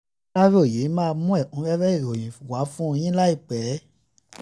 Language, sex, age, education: Yoruba, male, 15-29, tertiary